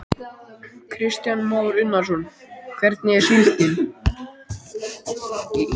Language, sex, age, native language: Icelandic, male, 12, Icelandic